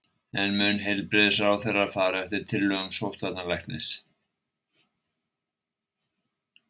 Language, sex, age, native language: Icelandic, male, 60-69, Icelandic